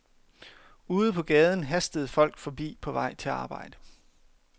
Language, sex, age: Danish, male, 31